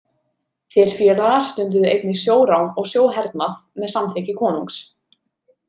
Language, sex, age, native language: Icelandic, female, 30-39, Icelandic